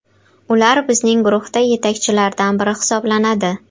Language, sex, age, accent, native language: Uzbek, female, 12-17, Qashqadaryo, Uzbek